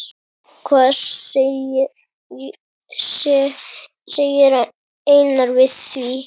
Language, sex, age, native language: Icelandic, male, 7, Icelandic